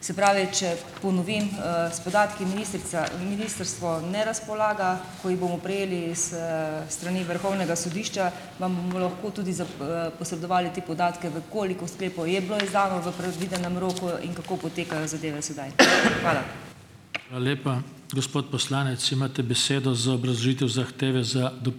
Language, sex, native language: Slovenian, female, Slovenian